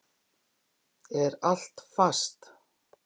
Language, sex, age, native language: Icelandic, female, 60-69, Icelandic